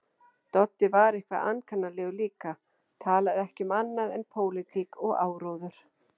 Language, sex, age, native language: Icelandic, female, 40-49, Icelandic